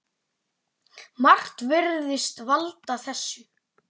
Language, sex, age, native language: Icelandic, male, 9, Icelandic